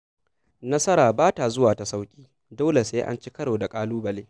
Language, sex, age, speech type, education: Hausa, male, 15-29, read, secondary